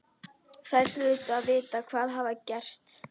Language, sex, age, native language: Icelandic, female, 11, Icelandic